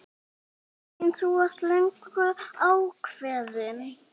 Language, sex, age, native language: Icelandic, male, 6, Icelandic